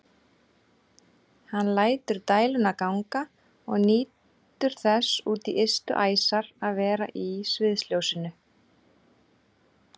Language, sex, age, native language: Icelandic, female, 30-39, Icelandic